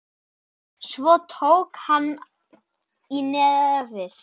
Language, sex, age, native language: Icelandic, female, 10, Icelandic